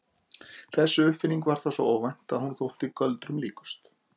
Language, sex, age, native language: Icelandic, male, 40-49, Icelandic